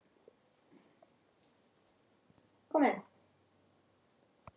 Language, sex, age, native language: Icelandic, male, 12, Icelandic